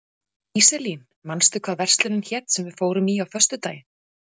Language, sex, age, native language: Icelandic, female, 40-49, Icelandic